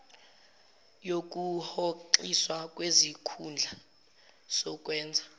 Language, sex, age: Zulu, female, 17